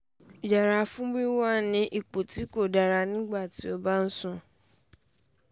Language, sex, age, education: Yoruba, female, 15-29, tertiary